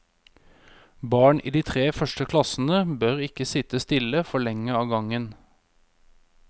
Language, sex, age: Norwegian, male, 31